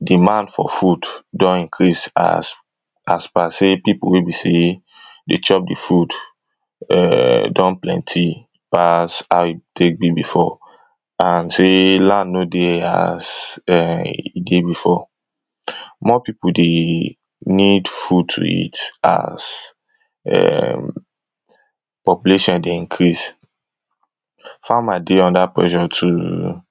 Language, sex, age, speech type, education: Nigerian Pidgin, male, 15-29, spontaneous, tertiary